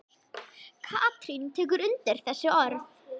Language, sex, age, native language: Icelandic, female, 10, Icelandic